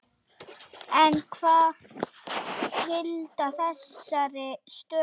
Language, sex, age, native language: Icelandic, female, 8, Icelandic